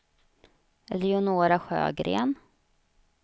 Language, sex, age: Swedish, female, 35